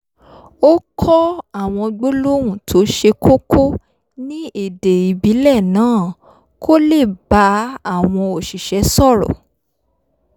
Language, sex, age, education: Yoruba, female, 15-29, tertiary